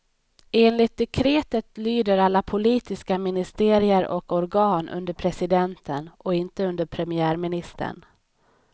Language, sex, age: Swedish, female, 31